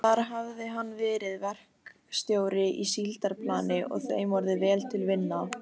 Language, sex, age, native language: Icelandic, female, 18-19, Icelandic